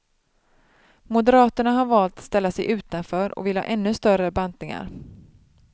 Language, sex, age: Swedish, female, 31